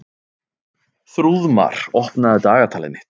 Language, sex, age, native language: Icelandic, male, 30-39, Icelandic